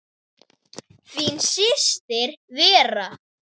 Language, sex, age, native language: Icelandic, male, 9, Icelandic